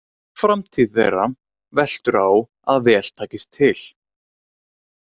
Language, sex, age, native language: Icelandic, male, 18-19, Icelandic